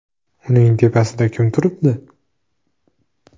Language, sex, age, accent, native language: Uzbek, male, 18-24, Farg'ona, Uzbek